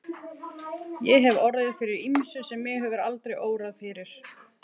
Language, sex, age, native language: Icelandic, female, 40-49, Icelandic